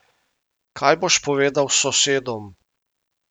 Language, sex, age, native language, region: Slovenian, male, 50-59, Slovenian, Primorsko-notranjska region